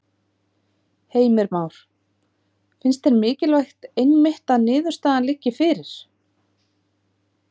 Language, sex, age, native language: Icelandic, female, 50-59, Icelandic